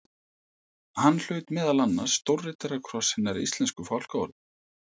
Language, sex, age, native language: Icelandic, male, 50-59, Icelandic